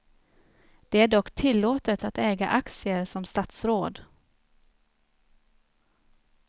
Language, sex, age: Swedish, female, 29